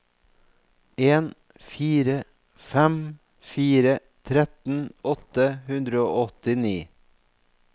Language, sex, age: Norwegian, male, 44